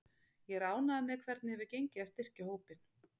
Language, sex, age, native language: Icelandic, female, 30-39, Icelandic